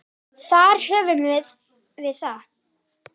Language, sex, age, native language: Icelandic, female, 9, Icelandic